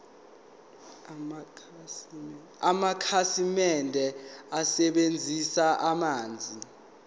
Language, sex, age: Zulu, male, 19